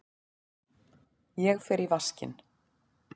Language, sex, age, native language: Icelandic, female, 40-49, Icelandic